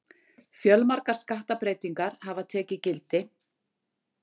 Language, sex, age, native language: Icelandic, female, 60-69, Icelandic